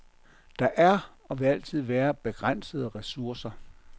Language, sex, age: Danish, male, 57